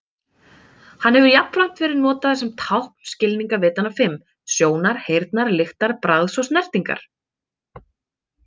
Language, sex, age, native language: Icelandic, female, 30-39, Icelandic